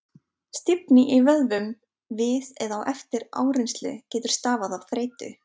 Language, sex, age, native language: Icelandic, female, 20-29, Icelandic